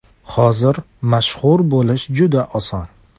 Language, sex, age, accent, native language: Uzbek, male, 18-24, Farg'ona, Uzbek